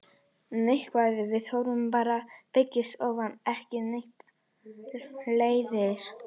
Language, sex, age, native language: Icelandic, female, 40-49, Icelandic